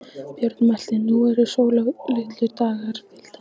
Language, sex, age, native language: Icelandic, female, 15, Icelandic